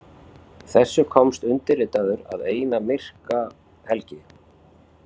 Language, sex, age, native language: Icelandic, male, 40-49, Icelandic